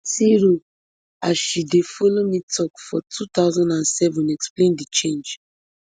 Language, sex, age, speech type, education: Nigerian Pidgin, female, 15-29, spontaneous, tertiary